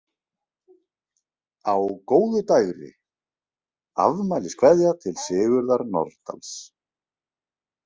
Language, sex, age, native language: Icelandic, male, 40-49, Icelandic